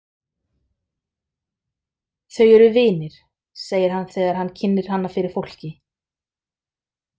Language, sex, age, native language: Icelandic, female, 30-39, Icelandic